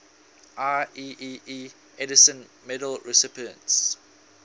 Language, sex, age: English, male, 19